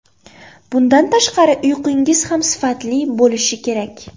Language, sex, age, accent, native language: Uzbek, female, 18-24, Qoraqalpog'iston, Uzbek